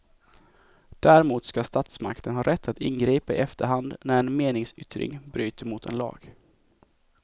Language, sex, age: Swedish, male, 24